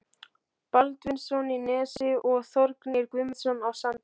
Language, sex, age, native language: Icelandic, male, 12, Icelandic